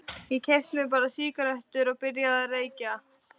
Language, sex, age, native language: Icelandic, female, 13, Icelandic